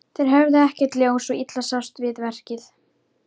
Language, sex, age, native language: Icelandic, female, 13, Icelandic